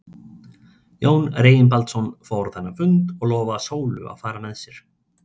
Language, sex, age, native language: Icelandic, male, 30-39, Icelandic